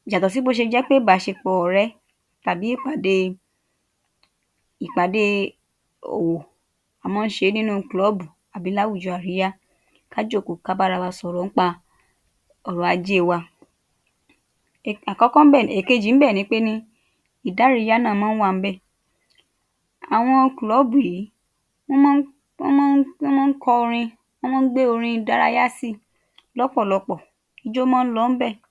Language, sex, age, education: Yoruba, female, 30-45, tertiary